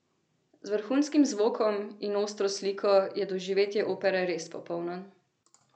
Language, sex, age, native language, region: Slovenian, female, 18-29, Slovenian, Central Slovenia